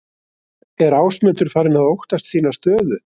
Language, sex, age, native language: Icelandic, male, 60-69, Icelandic